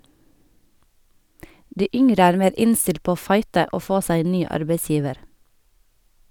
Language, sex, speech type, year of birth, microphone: Norwegian, female, read, 1989, Sennheiser